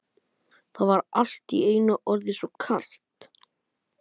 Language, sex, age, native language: Icelandic, male, 12, Icelandic